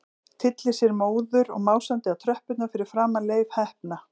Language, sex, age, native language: Icelandic, female, 40-49, Icelandic